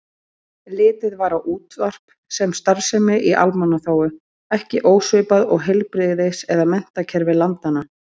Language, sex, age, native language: Icelandic, female, 30-39, Icelandic